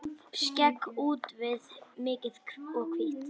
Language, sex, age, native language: Icelandic, male, 10, Icelandic